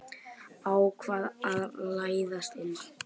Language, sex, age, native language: Icelandic, male, 10, Icelandic